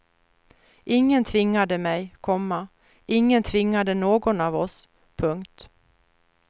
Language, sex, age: Swedish, female, 49